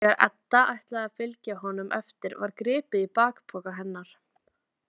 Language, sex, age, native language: Icelandic, female, 20-29, Icelandic